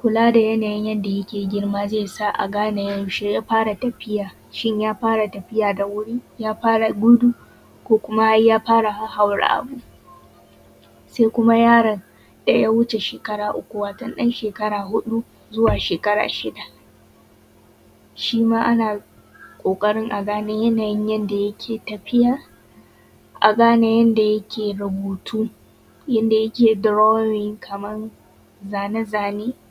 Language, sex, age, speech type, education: Hausa, female, 15-29, spontaneous, tertiary